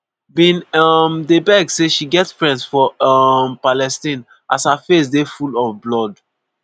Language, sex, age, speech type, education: Nigerian Pidgin, female, 15-29, spontaneous, tertiary